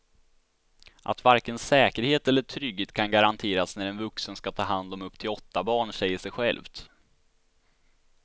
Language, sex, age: Swedish, male, 16